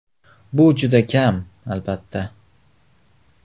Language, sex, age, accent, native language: Uzbek, male, 18-24, Xorazm, Uzbek